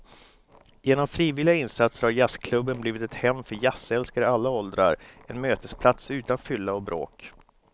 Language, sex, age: Swedish, male, 29